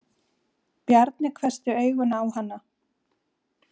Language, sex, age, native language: Icelandic, female, 40-49, Icelandic